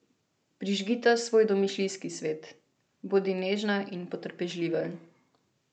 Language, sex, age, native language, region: Slovenian, female, 18-29, Slovenian, Central Slovenia